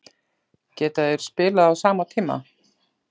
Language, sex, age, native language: Icelandic, female, 40-49, Icelandic